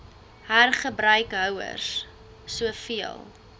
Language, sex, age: Afrikaans, female, 20